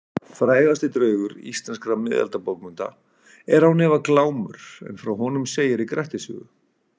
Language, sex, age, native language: Icelandic, male, 40-49, Icelandic